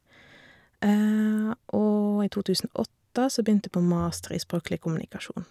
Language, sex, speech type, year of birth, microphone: Norwegian, female, spontaneous, 1984, Shure